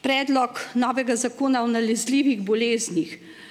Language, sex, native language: Slovenian, female, Slovenian